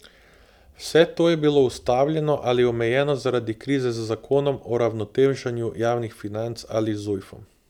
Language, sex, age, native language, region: Slovenian, male, 18-29, Slovenian, Southeast Slovenia